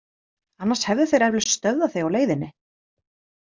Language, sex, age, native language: Icelandic, female, 30-39, Icelandic